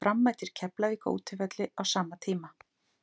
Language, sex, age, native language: Icelandic, female, 40-49, Icelandic